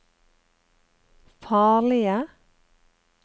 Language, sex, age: Norwegian, female, 35